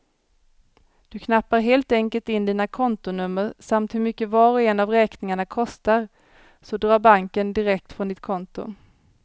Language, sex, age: Swedish, female, 40